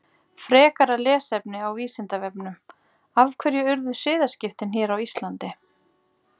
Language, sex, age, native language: Icelandic, female, 40-49, Icelandic